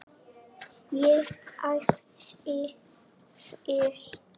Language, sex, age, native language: Icelandic, male, 6, Icelandic